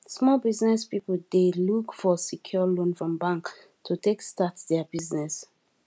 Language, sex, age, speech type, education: Nigerian Pidgin, female, 15-29, spontaneous, tertiary